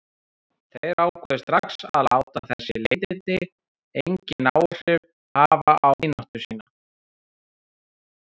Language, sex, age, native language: Icelandic, male, 30-39, Icelandic